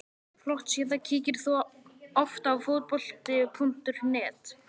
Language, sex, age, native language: Icelandic, male, 12, Icelandic